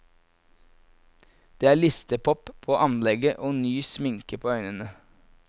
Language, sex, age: Norwegian, male, 24